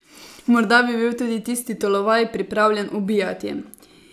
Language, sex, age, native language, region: Slovenian, female, 18-29, Slovenian, Savinja region